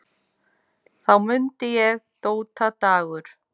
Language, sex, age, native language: Icelandic, female, 6, Icelandic